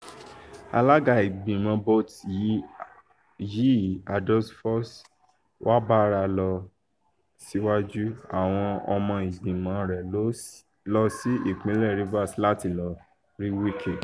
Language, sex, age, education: Yoruba, male, 15-29, tertiary